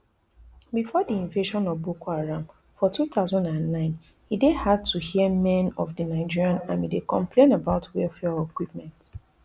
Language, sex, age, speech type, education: Nigerian Pidgin, female, 30-45, spontaneous, tertiary